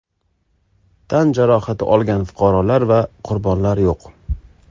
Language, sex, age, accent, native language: Uzbek, male, 25-34, Toshkent shahri, Uzbek